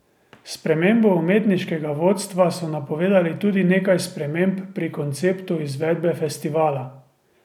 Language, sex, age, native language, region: Slovenian, male, 30-49, Slovenian, Drava region